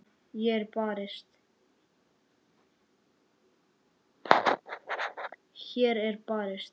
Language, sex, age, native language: Icelandic, male, 10, Icelandic